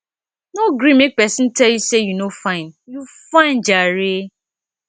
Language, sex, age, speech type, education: Nigerian Pidgin, female, 15-29, spontaneous, tertiary